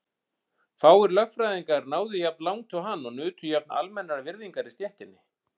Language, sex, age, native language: Icelandic, male, 40-49, Icelandic